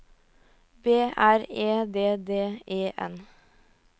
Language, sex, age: Norwegian, female, 22